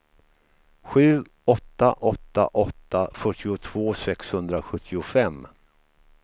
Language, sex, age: Swedish, male, 53